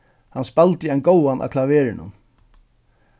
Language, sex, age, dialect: Faroese, male, 36-60, Suðurstreymoy